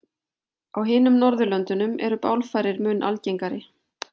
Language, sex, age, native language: Icelandic, female, 40-49, Icelandic